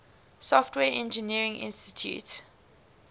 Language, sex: English, female